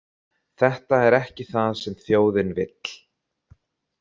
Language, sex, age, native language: Icelandic, male, 30-39, Icelandic